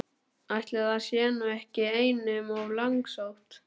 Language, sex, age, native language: Icelandic, male, 12, Icelandic